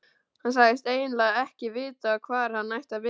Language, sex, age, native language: Icelandic, male, 12, Icelandic